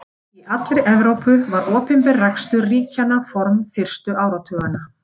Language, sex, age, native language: Icelandic, female, 50-59, Icelandic